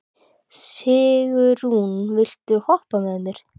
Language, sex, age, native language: Icelandic, female, 30-39, Icelandic